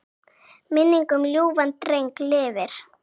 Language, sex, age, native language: Icelandic, female, 7, Icelandic